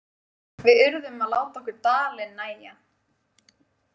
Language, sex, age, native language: Icelandic, female, 20-29, Icelandic